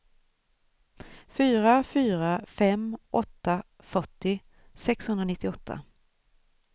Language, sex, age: Swedish, female, 41